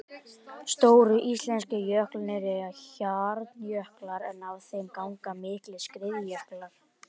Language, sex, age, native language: Icelandic, male, 18-19, Icelandic